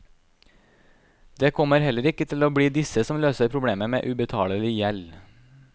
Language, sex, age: Norwegian, male, 26